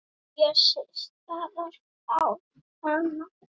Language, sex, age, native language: Icelandic, female, 8, Icelandic